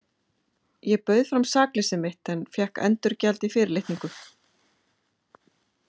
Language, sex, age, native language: Icelandic, female, 50-59, Icelandic